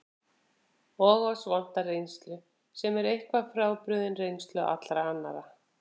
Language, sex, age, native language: Icelandic, female, 50-59, Icelandic